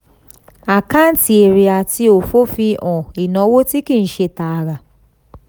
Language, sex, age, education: Yoruba, female, 15-29, tertiary